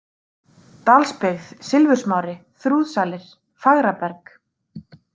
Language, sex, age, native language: Icelandic, female, 30-39, Icelandic